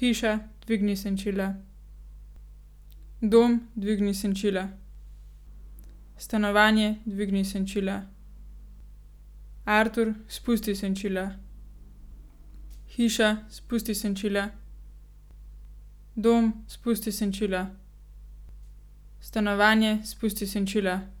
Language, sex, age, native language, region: Slovenian, female, 18-29, Slovenian, Gorenjska region